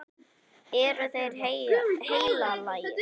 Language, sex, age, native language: Icelandic, male, 11, Icelandic